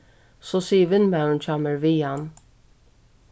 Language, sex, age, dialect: Faroese, female, 36-60, Suðuroy